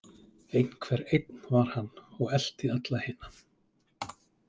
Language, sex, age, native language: Icelandic, male, 30-39, Icelandic